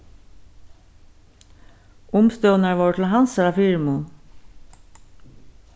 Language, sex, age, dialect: Faroese, female, 61+, Suðurstreymoy